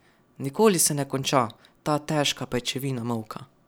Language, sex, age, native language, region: Slovenian, male, 12-17, Slovenian, Savinja region